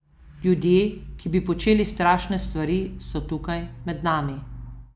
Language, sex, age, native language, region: Slovenian, female, 50-59, Slovenian, Southeast Slovenia